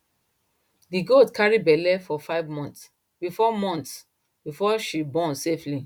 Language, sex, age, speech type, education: Nigerian Pidgin, female, 30-45, spontaneous, tertiary